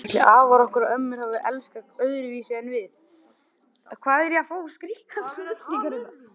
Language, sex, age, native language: Icelandic, male, 11, Icelandic